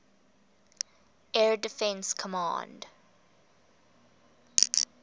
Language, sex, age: English, female, 20